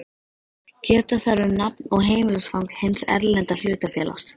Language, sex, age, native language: Icelandic, female, 13, Icelandic